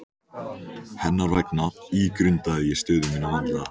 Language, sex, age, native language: Icelandic, male, 14, Icelandic